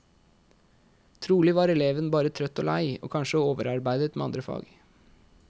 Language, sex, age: Norwegian, male, 21